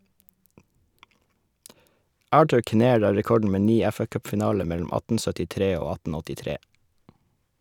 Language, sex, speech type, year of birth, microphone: Norwegian, male, read, 1981, Shure